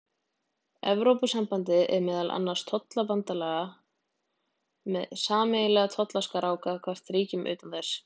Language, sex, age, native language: Icelandic, female, 20-29, Icelandic